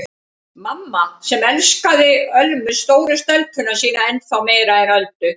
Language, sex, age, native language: Icelandic, female, 50-59, Icelandic